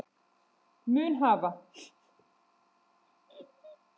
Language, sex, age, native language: Icelandic, female, 20-29, Icelandic